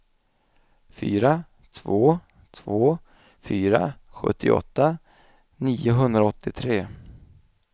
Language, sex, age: Swedish, male, 27